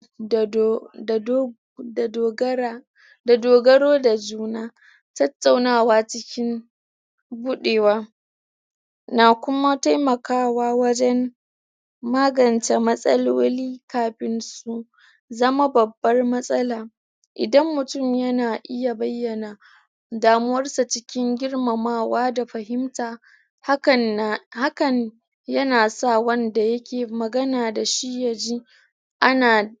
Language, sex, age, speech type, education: Hausa, female, 30-45, spontaneous, tertiary